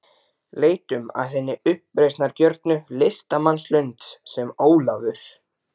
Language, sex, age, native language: Icelandic, male, 12, Icelandic